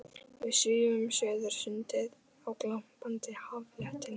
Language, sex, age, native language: Icelandic, female, 12, Icelandic